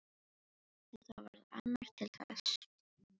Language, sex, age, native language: Icelandic, female, 18-19, Filipino